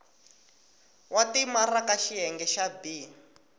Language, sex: Tsonga, female